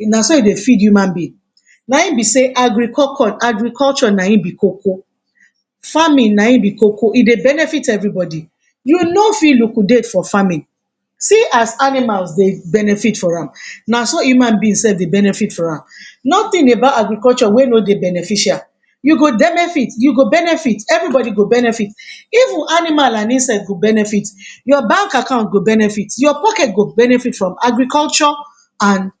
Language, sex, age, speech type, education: Nigerian Pidgin, female, 46-60, spontaneous, tertiary